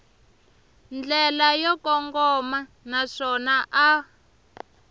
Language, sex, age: Tsonga, female, 23